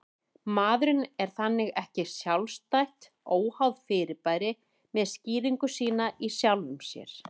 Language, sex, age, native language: Icelandic, female, 30-39, Icelandic